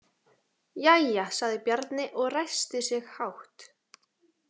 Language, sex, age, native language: Icelandic, female, 18-19, Icelandic